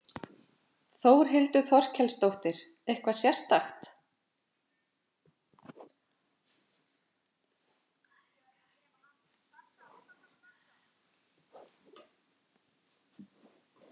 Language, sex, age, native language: Icelandic, female, 40-49, Icelandic